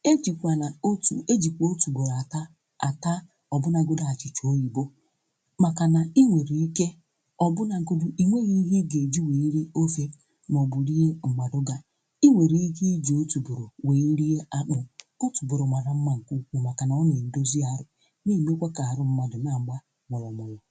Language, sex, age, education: Igbo, female, 15-29, tertiary